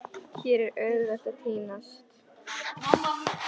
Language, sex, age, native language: Icelandic, female, 10, Icelandic